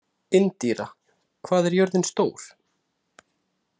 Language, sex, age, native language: Icelandic, male, 30-39, Icelandic